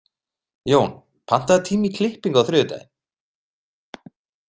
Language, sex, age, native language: Icelandic, male, 30-39, Icelandic